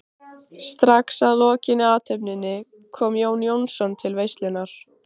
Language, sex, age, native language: Icelandic, female, 15, Icelandic